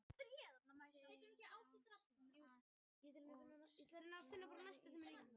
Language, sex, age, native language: Icelandic, female, 18-19, Icelandic